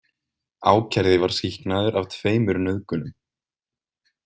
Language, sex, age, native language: Icelandic, male, 20-29, Icelandic